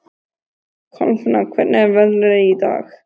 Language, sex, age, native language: Icelandic, male, 13, Icelandic